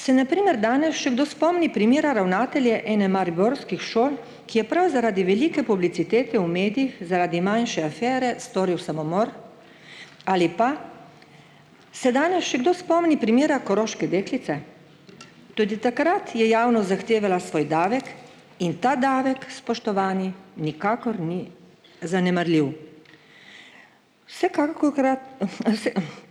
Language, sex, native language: Slovenian, female, Slovenian